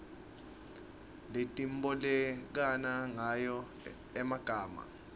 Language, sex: Swati, male